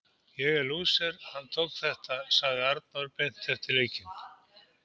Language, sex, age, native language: Icelandic, male, 70-79, Icelandic